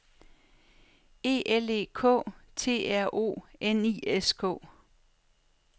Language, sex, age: Danish, female, 43